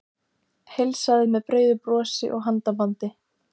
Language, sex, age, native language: Icelandic, female, 14, Icelandic